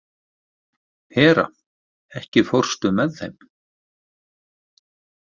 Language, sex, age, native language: Icelandic, male, 50-59, Icelandic